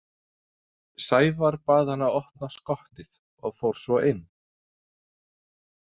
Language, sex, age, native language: Icelandic, male, 30-39, Danish